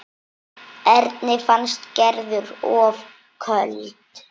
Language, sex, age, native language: Icelandic, male, 8, Icelandic